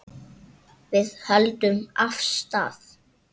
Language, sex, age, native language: Icelandic, female, 7, Icelandic